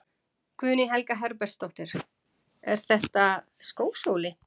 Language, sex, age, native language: Icelandic, female, 50-59, Icelandic